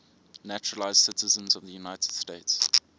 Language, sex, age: English, male, 24